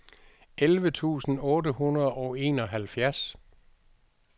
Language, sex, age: Danish, male, 62